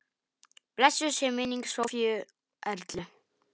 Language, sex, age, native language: Icelandic, male, 10, Polish